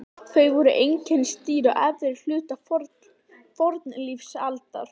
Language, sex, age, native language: Icelandic, female, 11, Icelandic